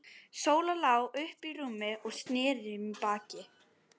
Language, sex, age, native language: Icelandic, female, 12, Icelandic